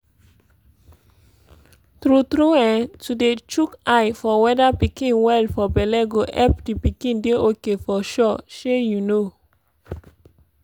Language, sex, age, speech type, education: Nigerian Pidgin, female, 15-29, spontaneous, tertiary